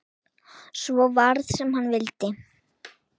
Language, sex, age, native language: Icelandic, female, 8, Icelandic